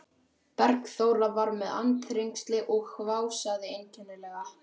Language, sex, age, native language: Icelandic, male, 12, Icelandic